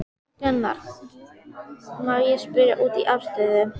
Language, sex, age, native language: Icelandic, female, 14, Icelandic